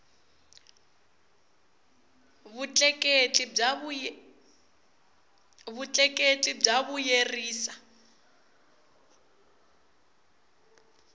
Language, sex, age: Tsonga, female, 20